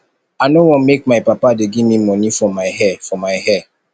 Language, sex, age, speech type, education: Nigerian Pidgin, male, 30-45, spontaneous, tertiary